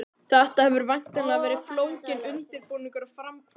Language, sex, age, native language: Icelandic, male, 11, Icelandic